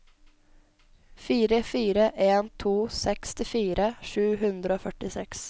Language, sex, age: Norwegian, female, 17